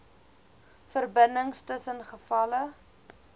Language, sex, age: Afrikaans, female, 21